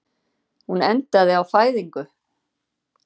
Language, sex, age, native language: Icelandic, female, 50-59, Icelandic